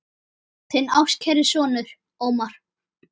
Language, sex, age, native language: Icelandic, male, 9, Icelandic